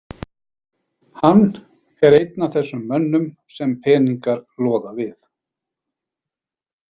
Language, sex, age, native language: Icelandic, male, 40-49, Icelandic